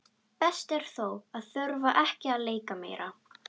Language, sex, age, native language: Icelandic, female, 12, Icelandic